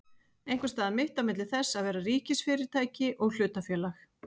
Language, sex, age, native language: Icelandic, female, 40-49, Icelandic